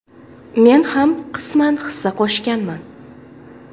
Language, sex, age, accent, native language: Uzbek, female, 19-29, Farg'ona, Uzbek